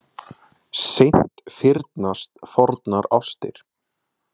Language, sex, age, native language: Icelandic, male, 20-29, Icelandic